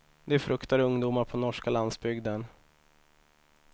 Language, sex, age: Swedish, male, 25